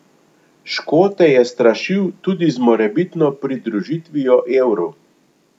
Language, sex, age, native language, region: Slovenian, male, 50-59, Slovenian, Gorenjska region